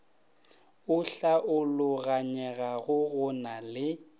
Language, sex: Northern Sotho, male